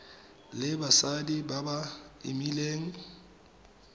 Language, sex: Tswana, male